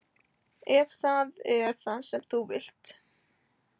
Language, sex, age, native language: Icelandic, female, 18-19, Icelandic